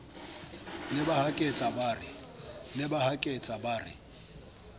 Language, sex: Southern Sotho, male